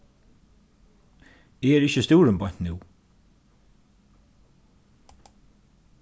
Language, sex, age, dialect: Faroese, male, 36-60, Norðurstreymoy/Eysturoy